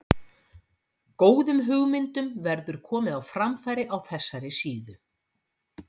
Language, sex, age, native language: Icelandic, female, 50-59, Icelandic